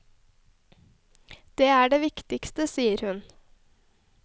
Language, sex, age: Norwegian, female, 21